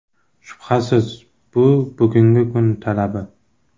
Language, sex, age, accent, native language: Uzbek, male, 18-24, Xorazm, Uzbek